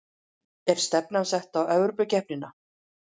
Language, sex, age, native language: Icelandic, female, 40-49, Icelandic